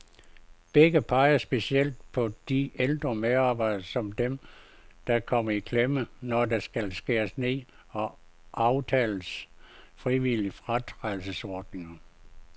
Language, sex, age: Danish, male, 52